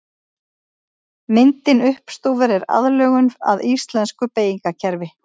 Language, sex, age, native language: Icelandic, female, 50-59, Icelandic